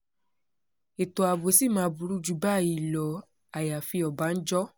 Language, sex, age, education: Yoruba, female, 15-29, tertiary